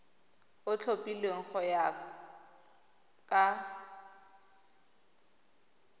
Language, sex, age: Tswana, female, 20